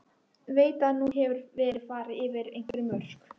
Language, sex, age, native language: Icelandic, female, 12, Icelandic